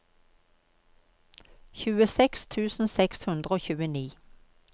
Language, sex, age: Norwegian, female, 53